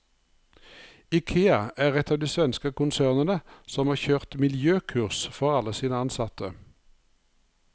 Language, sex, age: Norwegian, male, 59